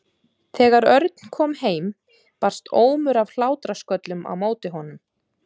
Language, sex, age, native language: Icelandic, female, 30-39, Icelandic